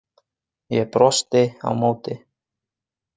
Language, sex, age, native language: Icelandic, male, 20-29, Icelandic